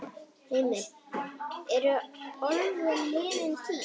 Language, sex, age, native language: Icelandic, male, 9, Icelandic